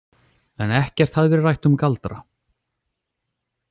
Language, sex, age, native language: Icelandic, male, 40-49, Icelandic